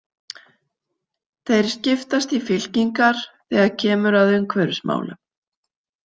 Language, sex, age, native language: Icelandic, female, 50-59, Icelandic